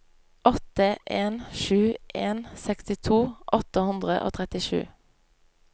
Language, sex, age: Norwegian, female, 25